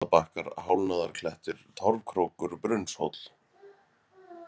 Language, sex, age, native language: Icelandic, male, 30-39, Icelandic